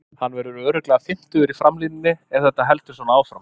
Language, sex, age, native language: Icelandic, male, 30-39, Icelandic